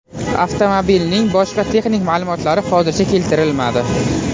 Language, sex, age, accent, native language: Uzbek, male, 18-24, Qashqadaryo, Uzbek